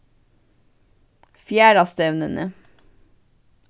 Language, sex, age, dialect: Faroese, female, 15-35, Vágar